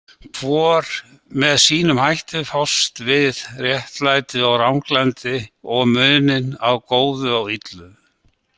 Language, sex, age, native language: Icelandic, male, 60-69, Icelandic